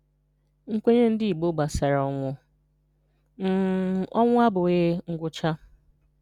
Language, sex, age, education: Igbo, female, 30-45, tertiary